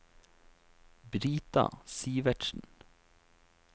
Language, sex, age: Norwegian, male, 28